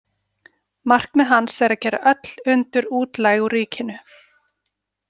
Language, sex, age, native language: Icelandic, female, 40-49, Icelandic